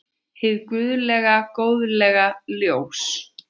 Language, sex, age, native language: Icelandic, female, 9, Icelandic